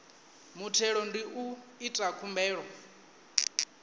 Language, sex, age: Venda, male, 19